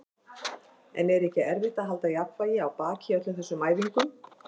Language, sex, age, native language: Icelandic, female, 50-59, Icelandic